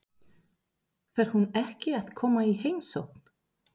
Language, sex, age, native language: Icelandic, female, 30-39, Spanish